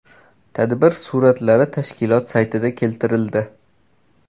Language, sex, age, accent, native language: Uzbek, male, 18-24, Toshkent shahri, Uzbek